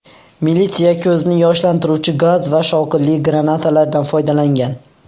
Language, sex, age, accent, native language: Uzbek, male, under 19, Xorazm, Uzbek